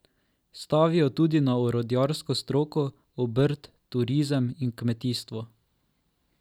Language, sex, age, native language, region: Slovenian, male, 12-17, Slovenian, Drava region